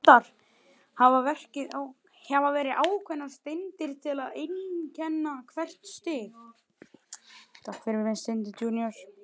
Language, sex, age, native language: Icelandic, male, 11, Icelandic